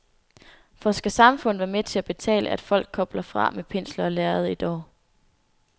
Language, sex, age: Danish, female, 24